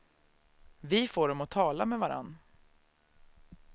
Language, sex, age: Swedish, female, 36